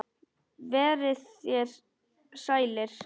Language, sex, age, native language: Icelandic, female, 10, Icelandic